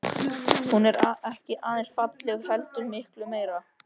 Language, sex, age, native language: Icelandic, male, 13, Icelandic